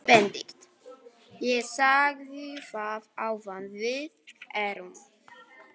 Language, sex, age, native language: Icelandic, female, 11, Polish